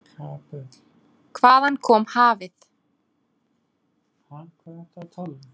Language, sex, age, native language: Icelandic, female, 20-29, Icelandic